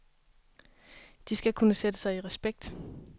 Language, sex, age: Danish, female, 23